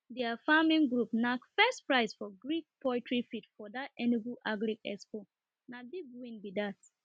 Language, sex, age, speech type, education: Nigerian Pidgin, female, 30-45, spontaneous, tertiary